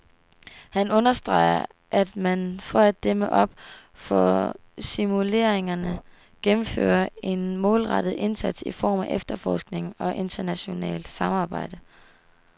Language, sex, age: Danish, female, 18